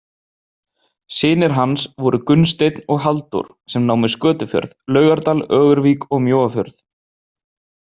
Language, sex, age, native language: Icelandic, male, 20-29, Icelandic